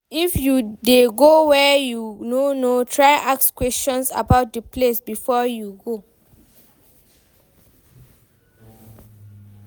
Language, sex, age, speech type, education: Nigerian Pidgin, female, 15-29, read, tertiary